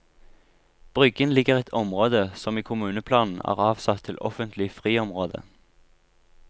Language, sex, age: Norwegian, male, 23